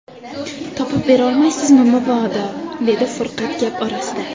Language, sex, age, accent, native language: Uzbek, female, under 19, Toshkent viloyati, Uzbek